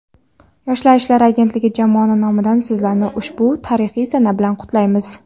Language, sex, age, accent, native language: Uzbek, female, 18-24, Qoraqalpog'iston, Karakalpak